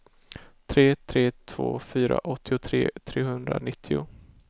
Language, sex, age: Swedish, male, 18